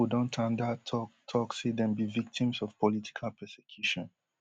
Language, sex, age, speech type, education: Nigerian Pidgin, male, 15-29, spontaneous, tertiary